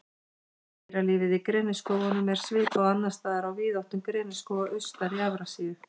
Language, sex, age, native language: Icelandic, female, 50-59, Icelandic